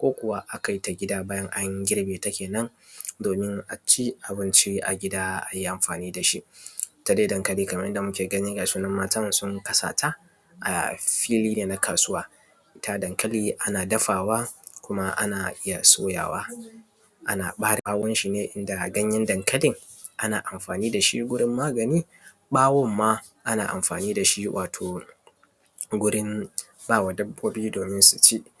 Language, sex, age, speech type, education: Hausa, male, 15-29, spontaneous, tertiary